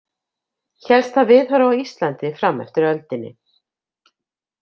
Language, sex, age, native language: Icelandic, female, 50-59, Icelandic